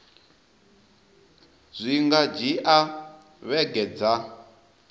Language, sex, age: Venda, male, 19